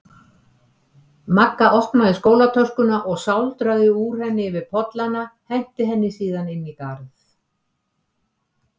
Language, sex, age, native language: Icelandic, female, 70-79, Icelandic